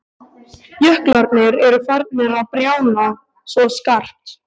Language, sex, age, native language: Icelandic, male, 12, Icelandic